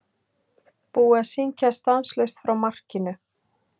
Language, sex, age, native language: Icelandic, female, 30-39, Icelandic